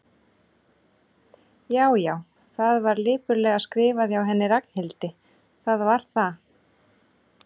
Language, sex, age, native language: Icelandic, female, 30-39, Icelandic